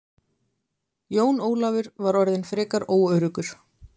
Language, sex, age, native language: Icelandic, female, 20-29, Icelandic